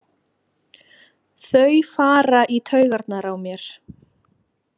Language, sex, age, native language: Icelandic, female, 20-29, Icelandic